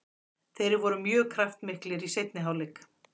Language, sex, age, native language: Icelandic, female, 40-49, Icelandic